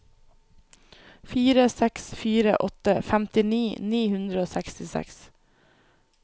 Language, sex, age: Norwegian, female, 24